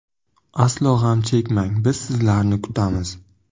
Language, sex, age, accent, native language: Uzbek, male, 18-24, Buxoro, Uzbek